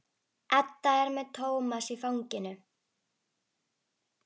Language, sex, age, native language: Icelandic, female, 11, Icelandic